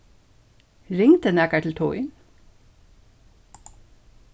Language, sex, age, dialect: Faroese, female, 61+, Suðurstreymoy